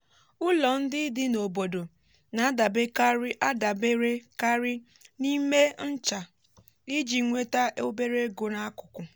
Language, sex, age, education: Igbo, female, 15-29, tertiary